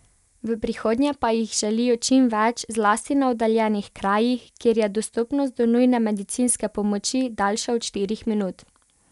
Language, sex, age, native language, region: Slovenian, female, 18-29, Slovenian, Pomurje region